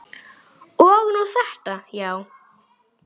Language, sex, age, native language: Icelandic, male, 10, Icelandic